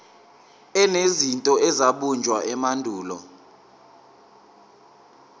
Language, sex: Zulu, male